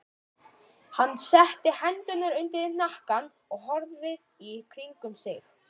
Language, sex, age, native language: Icelandic, male, 13, Icelandic